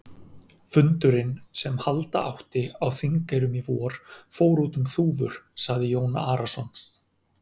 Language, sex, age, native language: Icelandic, male, 30-39, Icelandic